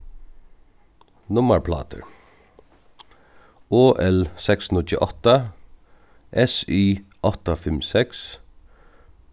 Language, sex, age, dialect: Faroese, male, 36-60, Suðuroy